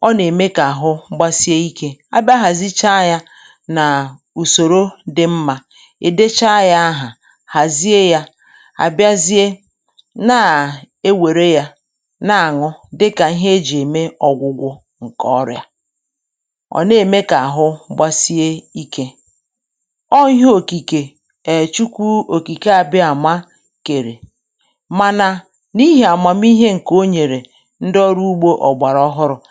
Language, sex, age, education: Igbo, female, 46-60, tertiary